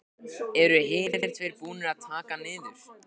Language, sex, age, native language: Icelandic, male, 15, Icelandic